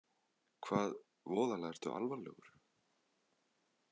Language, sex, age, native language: Icelandic, male, 20-29, Icelandic